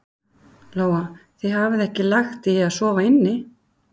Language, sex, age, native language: Icelandic, female, 50-59, Icelandic